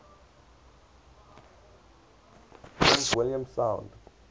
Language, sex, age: English, male, 20